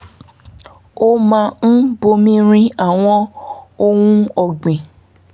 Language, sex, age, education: Yoruba, female, 15-29, tertiary